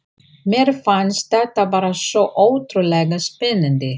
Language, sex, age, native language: Icelandic, female, 40-49, Icelandic